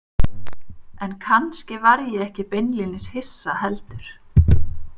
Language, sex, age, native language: Icelandic, female, 30-39, Icelandic